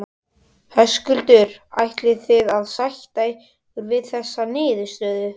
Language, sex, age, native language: Icelandic, male, 12, Icelandic